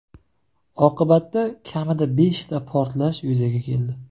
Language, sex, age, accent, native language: Uzbek, male, 25-34, Surxondaryo, Uzbek